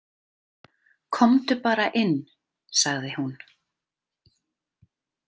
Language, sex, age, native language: Icelandic, female, 30-39, Icelandic